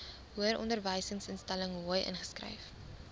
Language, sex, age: Afrikaans, female, 20